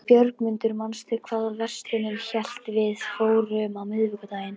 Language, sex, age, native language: Icelandic, female, 12, Icelandic